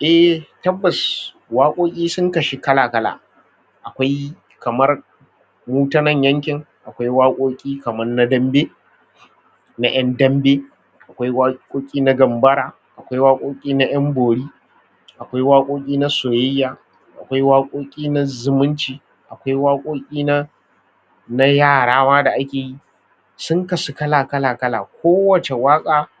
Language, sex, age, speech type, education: Hausa, male, 30-45, spontaneous, tertiary